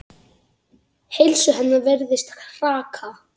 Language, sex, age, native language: Icelandic, female, 8, Icelandic